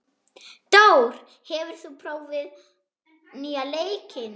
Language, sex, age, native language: Icelandic, female, 11, German